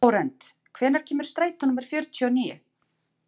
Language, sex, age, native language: Icelandic, female, 40-49, Icelandic